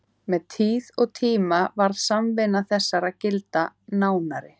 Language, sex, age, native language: Icelandic, female, 18-19, Icelandic